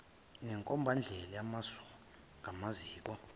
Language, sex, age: Zulu, male, 23